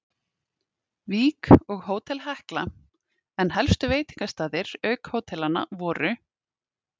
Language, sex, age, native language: Icelandic, female, 30-39, Icelandic